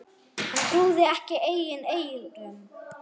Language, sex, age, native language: Icelandic, female, 8, German